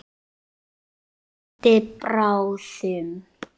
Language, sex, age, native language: Icelandic, male, 9, Icelandic